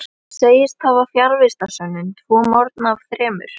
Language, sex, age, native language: Icelandic, female, 11, Icelandic